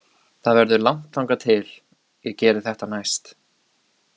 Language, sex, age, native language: Icelandic, male, 20-29, Icelandic